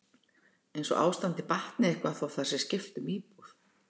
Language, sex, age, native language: Icelandic, female, 60-69, Icelandic